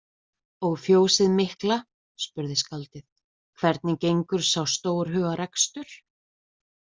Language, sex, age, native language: Icelandic, female, 20-29, Icelandic